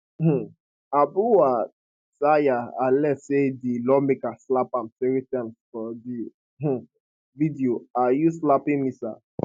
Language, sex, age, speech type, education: Nigerian Pidgin, male, 15-29, spontaneous, tertiary